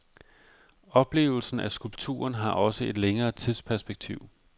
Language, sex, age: Danish, male, 45